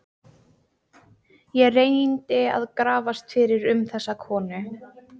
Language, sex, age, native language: Icelandic, female, 15, Icelandic